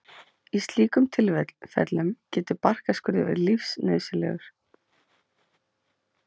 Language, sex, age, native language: Icelandic, female, 30-39, Icelandic